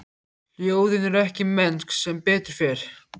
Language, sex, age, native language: Icelandic, male, 14, Icelandic